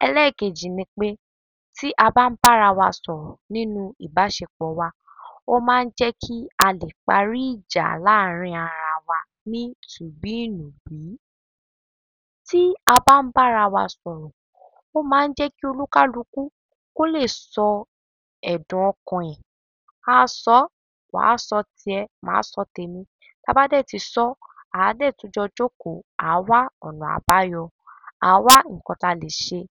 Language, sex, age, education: Yoruba, male, 46-60, tertiary